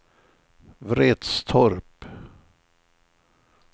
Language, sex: Swedish, male